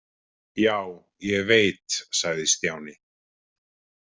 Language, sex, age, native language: Icelandic, male, 50-59, Icelandic